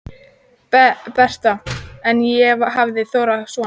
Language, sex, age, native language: Icelandic, female, 14, Icelandic